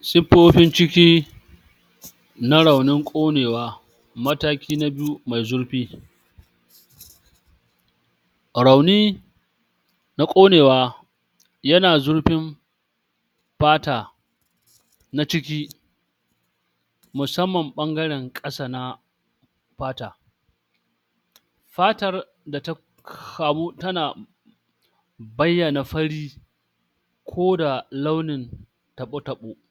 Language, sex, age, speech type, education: Hausa, male, 46-60, spontaneous, tertiary